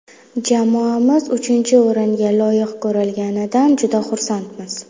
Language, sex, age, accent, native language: Uzbek, female, 19-29, Buxoro, Uzbek